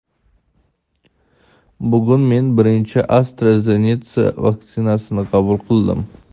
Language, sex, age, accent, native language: Uzbek, male, 19-29, Toshkent shahri, Uzbek